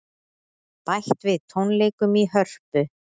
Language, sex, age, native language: Icelandic, female, 30-39, Icelandic